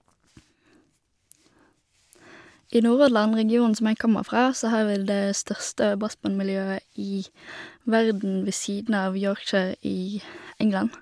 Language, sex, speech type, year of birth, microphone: Norwegian, female, spontaneous, 1991, Shure